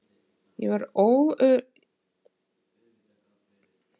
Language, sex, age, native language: Icelandic, female, 8, Danish